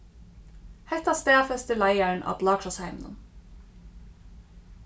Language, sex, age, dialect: Faroese, female, 15-35, Suðurstreymoy